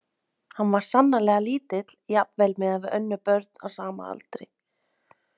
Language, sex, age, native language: Icelandic, female, 30-39, Icelandic